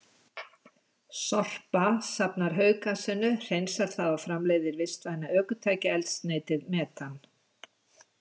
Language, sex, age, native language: Icelandic, female, 60-69, Icelandic